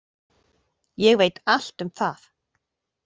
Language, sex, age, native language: Icelandic, female, 40-49, Icelandic